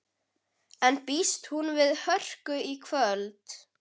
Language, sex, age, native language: Icelandic, male, 11, Icelandic